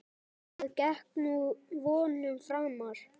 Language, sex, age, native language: Icelandic, male, 10, Icelandic